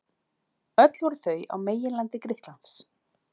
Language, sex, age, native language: Icelandic, female, 40-49, Icelandic